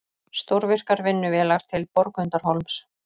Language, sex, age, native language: Icelandic, female, 30-39, Icelandic